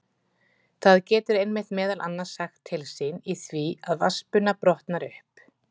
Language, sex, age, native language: Icelandic, female, 40-49, Icelandic